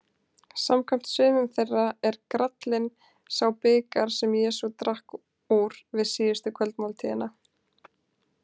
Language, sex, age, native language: Icelandic, female, 20-29, Icelandic